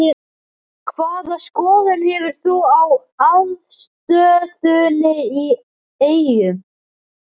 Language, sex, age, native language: Icelandic, male, 12, Icelandic